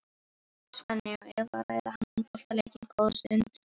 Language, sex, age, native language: Icelandic, female, 13, Icelandic